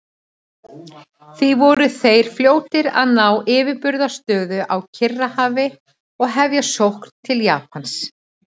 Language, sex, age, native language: Icelandic, female, 40-49, Icelandic